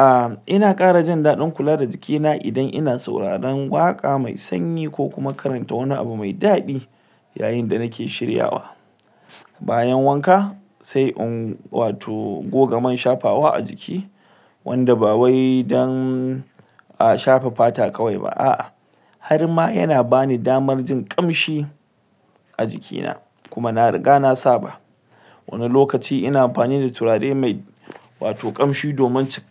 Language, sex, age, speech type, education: Hausa, male, 60+, spontaneous, tertiary